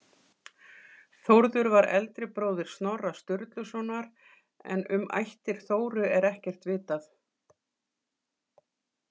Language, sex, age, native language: Icelandic, female, 40-49, Icelandic